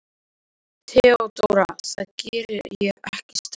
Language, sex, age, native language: Icelandic, male, 12, Icelandic